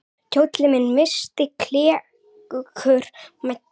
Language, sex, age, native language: Icelandic, female, 8, Icelandic